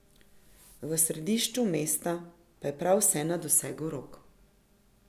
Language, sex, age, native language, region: Slovenian, female, 50-59, Slovenian, Central Slovenia